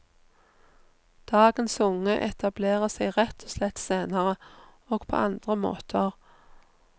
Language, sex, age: Norwegian, female, 39